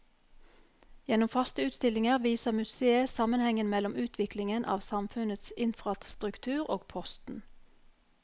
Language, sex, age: Norwegian, female, 44